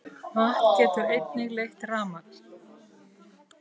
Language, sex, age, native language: Icelandic, female, 40-49, Icelandic